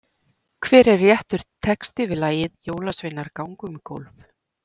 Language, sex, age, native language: Icelandic, female, 40-49, Icelandic